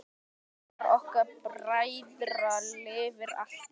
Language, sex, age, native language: Icelandic, male, 10, Icelandic